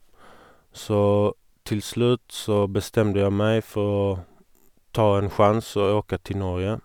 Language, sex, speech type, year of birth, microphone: Norwegian, male, spontaneous, 1981, Sennheiser